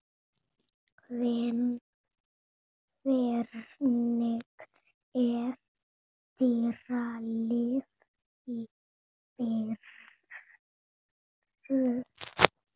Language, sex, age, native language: Icelandic, female, 8, Spanish